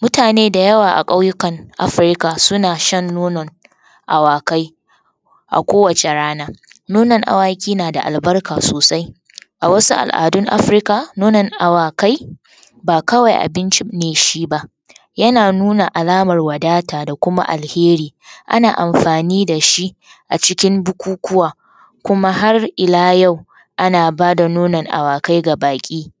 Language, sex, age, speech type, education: Hausa, female, 15-29, spontaneous, tertiary